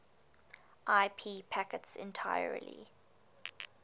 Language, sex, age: English, female, 20